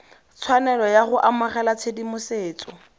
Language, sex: Tswana, female